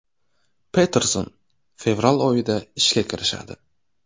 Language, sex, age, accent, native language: Uzbek, male, 25-34, Navoiy, Uzbek